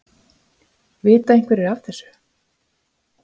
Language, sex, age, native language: Icelandic, female, 50-59, Icelandic